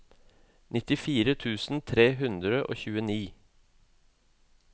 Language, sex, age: Norwegian, male, 36